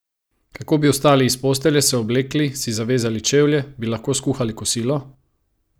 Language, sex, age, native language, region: Slovenian, male, 30-49, Croatian, Savinja region